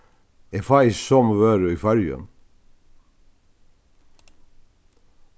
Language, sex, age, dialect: Faroese, male, 61+, Vágar